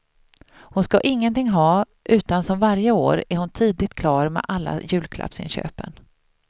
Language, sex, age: Swedish, female, 38